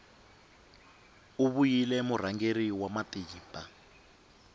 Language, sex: Tsonga, male